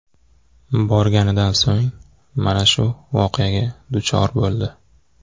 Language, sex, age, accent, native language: Uzbek, male, 25-34, Buxoro, Uzbek